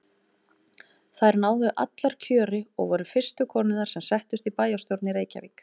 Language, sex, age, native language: Icelandic, female, 18-19, Icelandic